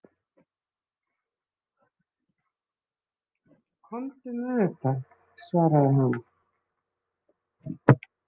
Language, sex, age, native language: Icelandic, female, 50-59, Icelandic